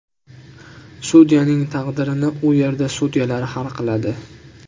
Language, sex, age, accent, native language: Uzbek, male, 18-24, Andijon, Uzbek